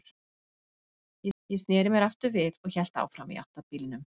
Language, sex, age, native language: Icelandic, female, 50-59, Icelandic